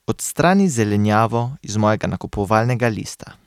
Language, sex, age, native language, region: Slovenian, male, 18-29, Slovenian, Carinthia region